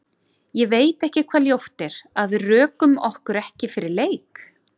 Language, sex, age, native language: Icelandic, female, 40-49, Icelandic